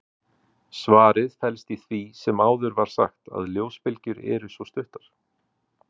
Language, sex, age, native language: Icelandic, male, 40-49, Icelandic